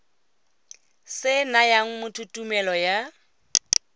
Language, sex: Tswana, female